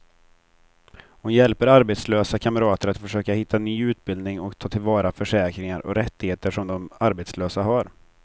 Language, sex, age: Swedish, male, 23